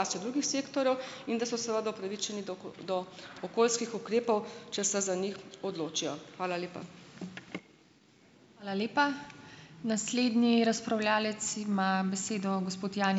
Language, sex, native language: Slovenian, female, Slovenian